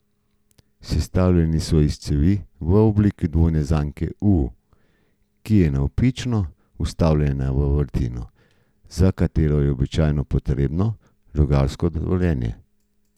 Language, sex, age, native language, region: Slovenian, male, 50-59, Slovenian, Gorenjska region